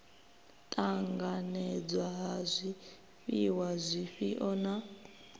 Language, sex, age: Venda, female, 23